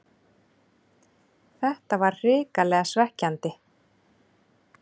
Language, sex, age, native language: Icelandic, female, 30-39, Icelandic